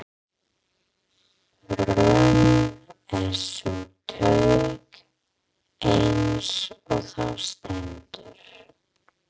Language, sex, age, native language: Icelandic, female, 30-39, English